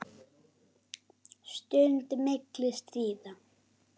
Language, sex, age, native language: Icelandic, female, 8, Icelandic